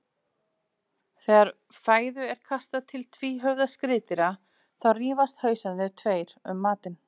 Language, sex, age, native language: Icelandic, female, 40-49, Icelandic